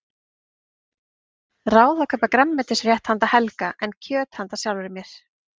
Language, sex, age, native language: Icelandic, female, 30-39, Icelandic